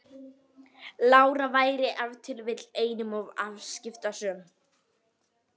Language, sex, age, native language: Icelandic, female, 11, Icelandic